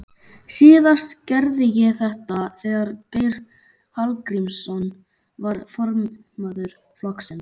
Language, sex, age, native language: Icelandic, male, 11, Icelandic